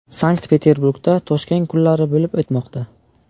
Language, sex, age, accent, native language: Uzbek, male, 18-24, Buxoro, Uzbek